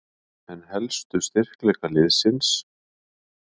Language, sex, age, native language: Icelandic, male, 50-59, Icelandic